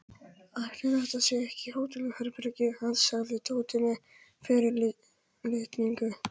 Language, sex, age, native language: Icelandic, male, 11, Polish